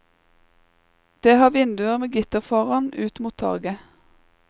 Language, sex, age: Norwegian, female, 21